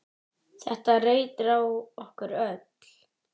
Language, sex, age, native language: Icelandic, female, 10, Icelandic